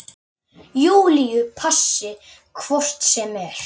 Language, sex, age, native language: Icelandic, male, 9, Icelandic